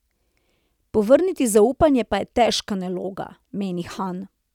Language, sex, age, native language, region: Slovenian, female, 30-49, Slovenian, Central Slovenia